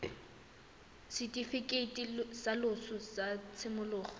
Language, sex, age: Tswana, female, 18